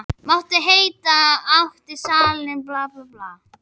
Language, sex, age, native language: Icelandic, female, 11, Icelandic